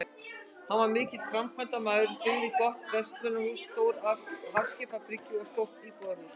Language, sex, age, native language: Icelandic, female, 60-69, Icelandic